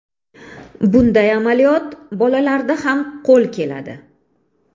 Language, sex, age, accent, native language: Uzbek, female, 35+, Toshkent shahri, Uzbek